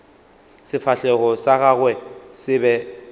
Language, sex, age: Northern Sotho, male, 22